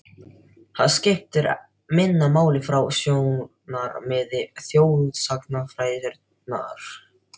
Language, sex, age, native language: Icelandic, male, 12, Filipino